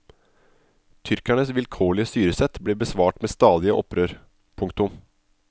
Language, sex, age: Norwegian, male, 27